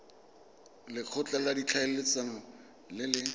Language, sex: Tswana, male